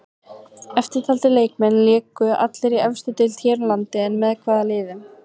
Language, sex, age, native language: Icelandic, female, 20-29, Icelandic